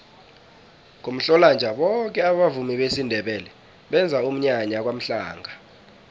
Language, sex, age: South Ndebele, male, 19